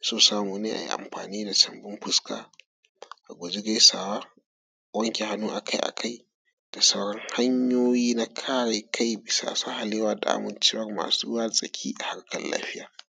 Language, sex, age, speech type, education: Hausa, male, 30-45, spontaneous, tertiary